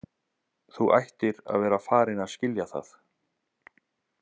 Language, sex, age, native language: Icelandic, male, 30-39, Icelandic